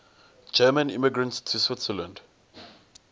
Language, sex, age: English, male, 20